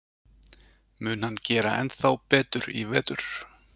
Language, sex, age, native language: Icelandic, male, 40-49, Icelandic